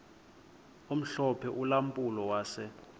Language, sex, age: Xhosa, male, 20